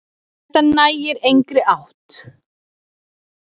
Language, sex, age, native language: Icelandic, female, 40-49, Icelandic